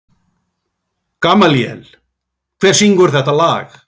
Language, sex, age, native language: Icelandic, male, 40-49, Icelandic